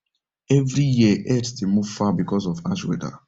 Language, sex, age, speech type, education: Nigerian Pidgin, male, 15-29, spontaneous, tertiary